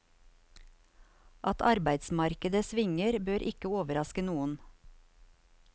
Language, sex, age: Norwegian, female, 54